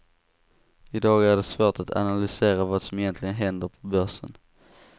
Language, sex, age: Swedish, male, 18